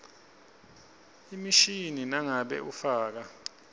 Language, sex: Swati, male